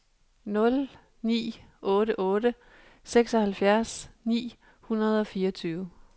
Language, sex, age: Danish, female, 37